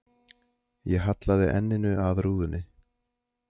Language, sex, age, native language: Icelandic, male, 30-39, Icelandic